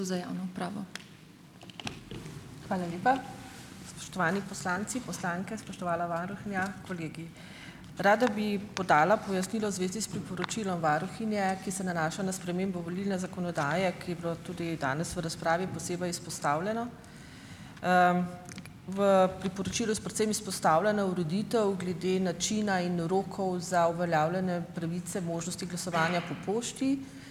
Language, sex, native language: Slovenian, female, Slovenian